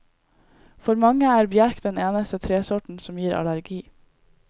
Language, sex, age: Norwegian, female, 18